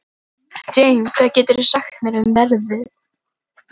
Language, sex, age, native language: Icelandic, female, 12, Icelandic